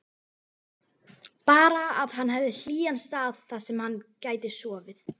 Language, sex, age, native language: Icelandic, female, 12, Icelandic